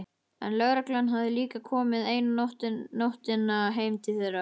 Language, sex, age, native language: Icelandic, male, 12, Icelandic